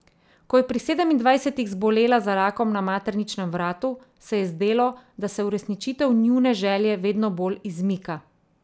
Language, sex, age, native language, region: Slovenian, female, 30-49, Slovenian, Central Slovenia